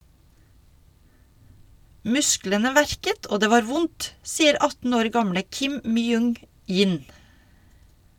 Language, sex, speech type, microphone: Norwegian, female, read, Shure